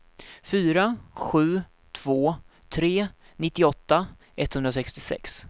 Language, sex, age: Swedish, male, 19